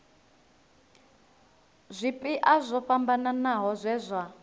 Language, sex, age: Venda, female, 19